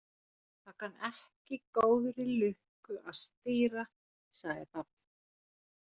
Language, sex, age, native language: Icelandic, female, 40-49, Finnish